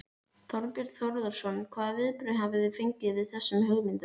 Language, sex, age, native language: Icelandic, female, 11, Icelandic